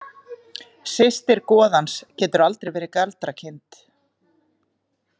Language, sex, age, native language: Icelandic, female, 40-49, Icelandic